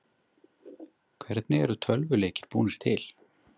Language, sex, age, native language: Icelandic, male, 30-39, Icelandic